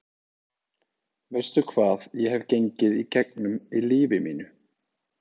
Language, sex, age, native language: Icelandic, male, 30-39, Icelandic